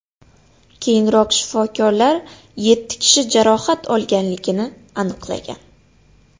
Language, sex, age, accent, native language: Uzbek, female, 18-24, Xorazm, Uzbek